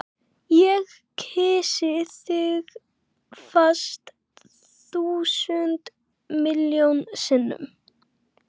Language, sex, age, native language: Icelandic, other, 11, Icelandic